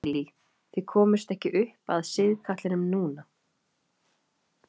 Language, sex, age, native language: Icelandic, female, 30-39, Icelandic